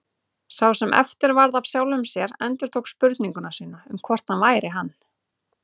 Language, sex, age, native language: Icelandic, female, 30-39, Icelandic